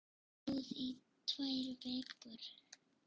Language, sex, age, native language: Icelandic, female, 6, Icelandic